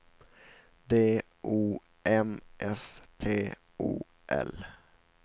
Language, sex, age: Swedish, male, 16